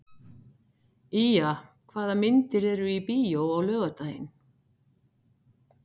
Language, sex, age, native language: Icelandic, female, 60-69, Icelandic